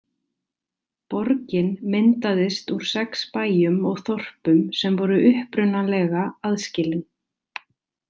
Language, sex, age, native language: Icelandic, female, 30-39, Icelandic